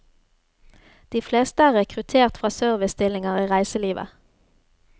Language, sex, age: Norwegian, female, 33